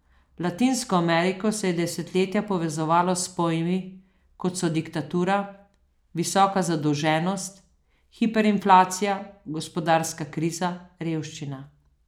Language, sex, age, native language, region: Slovenian, female, 50-59, Slovenian, Southeast Slovenia